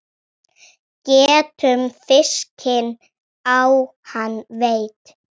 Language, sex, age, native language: Icelandic, female, 6, Icelandic